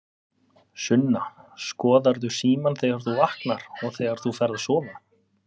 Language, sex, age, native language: Icelandic, male, 30-39, Icelandic